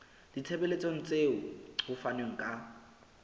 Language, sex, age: Southern Sotho, male, 25